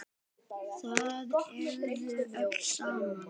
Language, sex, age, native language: Icelandic, male, 10, Icelandic